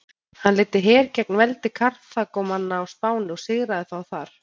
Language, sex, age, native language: Icelandic, female, 30-39, Icelandic